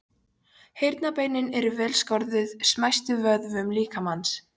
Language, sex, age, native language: Icelandic, female, 13, Polish